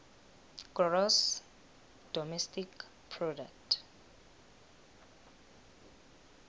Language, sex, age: South Ndebele, female, 18